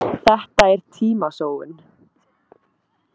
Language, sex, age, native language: Icelandic, female, 20-29, Icelandic